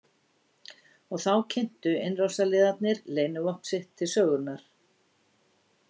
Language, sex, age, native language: Icelandic, female, 60-69, Icelandic